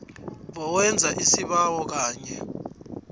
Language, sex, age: South Ndebele, male, 29